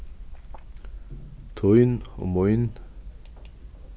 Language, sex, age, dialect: Faroese, male, 36-60, Vágar